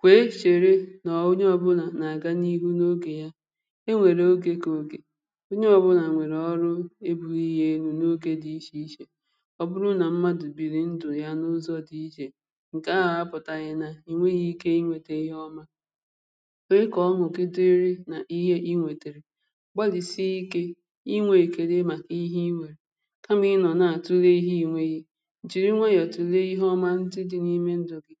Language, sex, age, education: Igbo, female, 30-45, primary